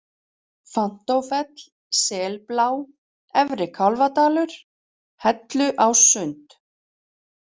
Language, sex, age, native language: Icelandic, female, 40-49, Icelandic